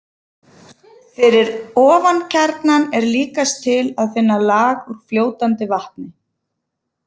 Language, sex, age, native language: Icelandic, female, 50-59, Icelandic